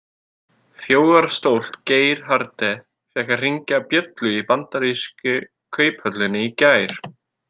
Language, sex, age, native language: Icelandic, male, 18-19, Icelandic